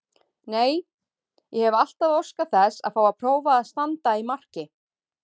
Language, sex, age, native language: Icelandic, female, 30-39, Icelandic